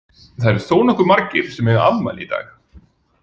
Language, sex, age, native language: Icelandic, male, 40-49, Icelandic